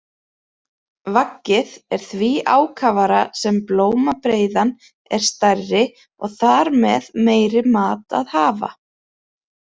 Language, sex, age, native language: Icelandic, female, 30-39, Icelandic